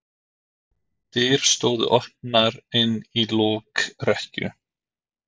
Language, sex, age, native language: Icelandic, male, 30-39, Icelandic